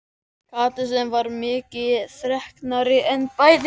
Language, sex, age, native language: Icelandic, male, 12, Icelandic